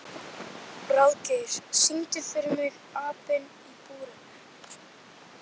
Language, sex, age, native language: Icelandic, male, 11, Icelandic